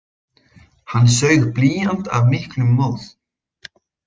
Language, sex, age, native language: Icelandic, male, 20-29, Icelandic